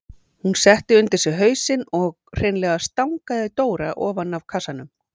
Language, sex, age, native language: Icelandic, female, 40-49, Icelandic